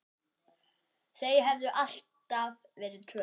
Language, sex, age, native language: Icelandic, male, 10, Icelandic